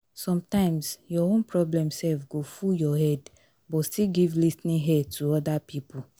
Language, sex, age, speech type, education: Nigerian Pidgin, female, 30-45, spontaneous, tertiary